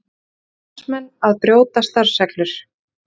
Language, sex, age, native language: Icelandic, female, 30-39, Icelandic